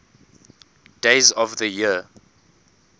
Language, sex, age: English, male, 24